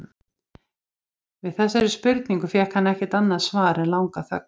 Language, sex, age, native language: Icelandic, female, 50-59, Icelandic